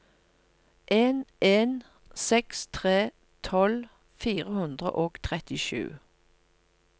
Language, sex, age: Norwegian, female, 57